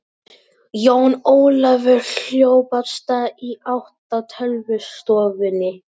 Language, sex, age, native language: Icelandic, female, 18-19, Icelandic